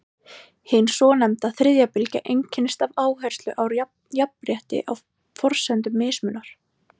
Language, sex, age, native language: Icelandic, female, 18-19, Icelandic